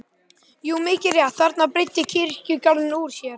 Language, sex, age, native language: Icelandic, male, 11, Icelandic